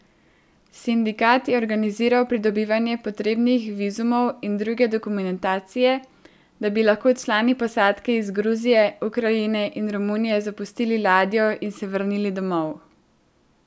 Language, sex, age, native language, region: Slovenian, female, 18-29, Slovenian, Central Slovenia